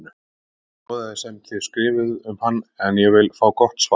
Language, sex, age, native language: Icelandic, male, 30-39, Icelandic